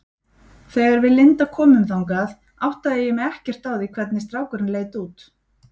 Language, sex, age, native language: Icelandic, female, 30-39, Icelandic